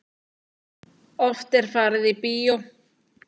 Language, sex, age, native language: Icelandic, female, 9, Icelandic